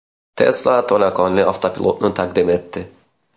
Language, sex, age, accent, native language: Uzbek, male, 19-29, Xorazm, Uzbek